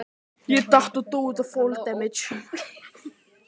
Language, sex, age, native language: Icelandic, male, 11, Icelandic